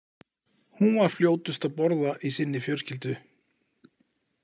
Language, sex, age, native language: Icelandic, male, 40-49, Icelandic